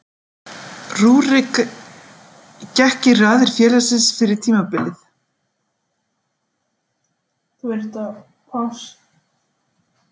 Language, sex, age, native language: Icelandic, female, 50-59, Icelandic